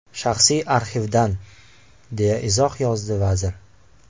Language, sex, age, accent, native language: Uzbek, male, 18-24, Sirdaryo, Uzbek